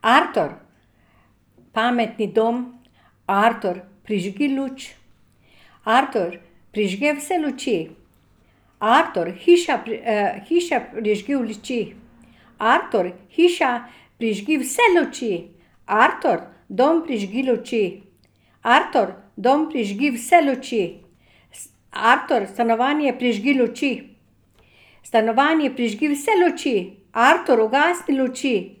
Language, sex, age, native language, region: Slovenian, female, 60+, Slovenian, Savinja region